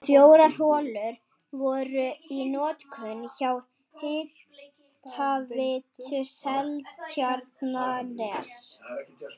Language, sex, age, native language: Icelandic, female, 12, Swedish